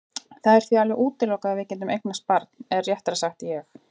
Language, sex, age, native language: Icelandic, female, 40-49, Icelandic